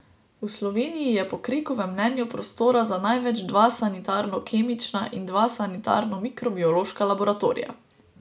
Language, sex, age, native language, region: Slovenian, female, 18-29, Slovenian, Drava region